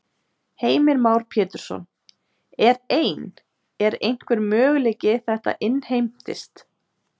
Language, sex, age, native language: Icelandic, female, 20-29, Icelandic